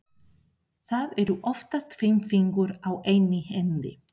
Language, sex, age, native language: Icelandic, female, 30-39, Spanish